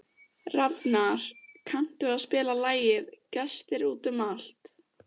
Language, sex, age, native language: Icelandic, female, 14, Icelandic